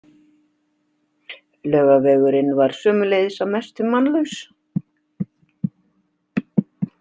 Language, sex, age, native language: Icelandic, female, 60-69, Icelandic